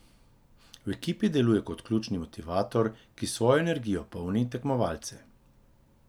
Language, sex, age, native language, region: Slovenian, male, 30-49, Slovenian, Drava region